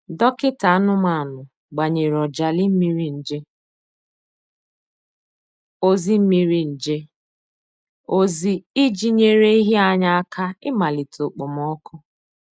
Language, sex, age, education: Igbo, female, 15-29, tertiary